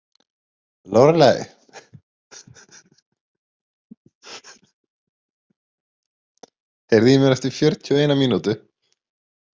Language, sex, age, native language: Icelandic, male, 30-39, Icelandic